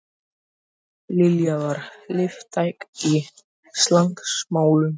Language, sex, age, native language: Icelandic, male, 18-19, Icelandic